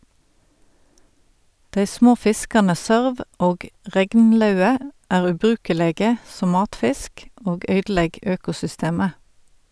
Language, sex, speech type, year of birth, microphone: Norwegian, female, read, 1972, Sennheiser